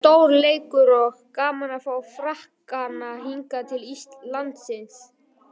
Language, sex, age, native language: Icelandic, male, 18-19, Icelandic